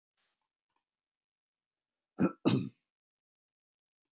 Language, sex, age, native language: Icelandic, male, 70-79, Icelandic